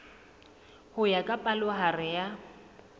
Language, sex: Southern Sotho, female